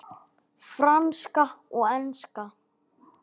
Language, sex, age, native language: Icelandic, male, 9, Icelandic